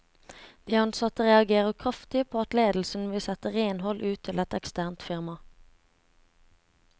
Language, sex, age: Norwegian, female, 17